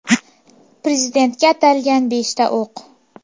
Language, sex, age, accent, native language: Uzbek, female, 18-24, Farg'ona, Uzbek